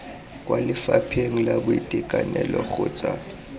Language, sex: Tswana, male